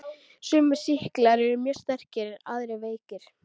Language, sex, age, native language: Icelandic, female, 12, Icelandic